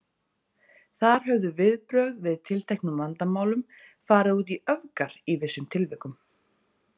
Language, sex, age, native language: Icelandic, female, 30-39, Icelandic